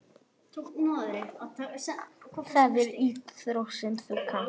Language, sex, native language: Icelandic, female, Chinese